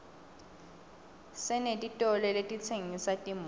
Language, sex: Swati, female